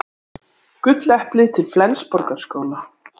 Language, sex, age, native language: Icelandic, female, 30-39, Icelandic